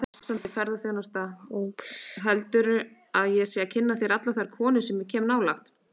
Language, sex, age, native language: Icelandic, female, 30-39, Icelandic